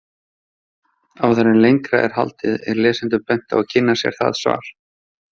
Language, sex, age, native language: Icelandic, male, 30-39, Icelandic